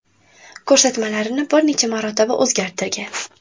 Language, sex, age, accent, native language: Uzbek, female, 18-24, Buxoro, Uzbek